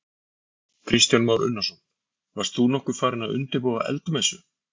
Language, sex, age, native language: Icelandic, male, 40-49, Icelandic